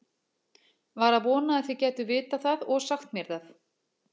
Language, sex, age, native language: Icelandic, female, 40-49, Icelandic